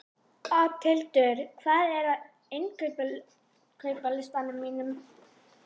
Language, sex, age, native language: Icelandic, female, 11, Icelandic